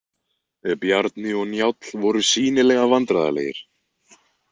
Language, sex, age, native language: Icelandic, male, 20-29, Icelandic